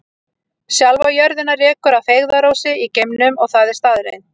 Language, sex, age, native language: Icelandic, female, 40-49, Icelandic